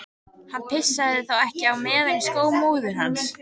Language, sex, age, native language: Icelandic, female, 13, Icelandic